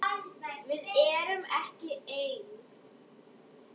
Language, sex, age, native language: Icelandic, female, 10, Icelandic